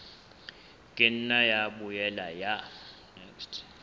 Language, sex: Southern Sotho, male